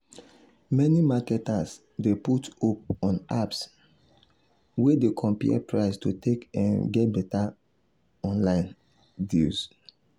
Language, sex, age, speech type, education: Nigerian Pidgin, male, 30-45, spontaneous, secondary